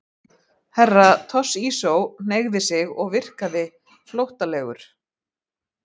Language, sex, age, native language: Icelandic, female, 50-59, Icelandic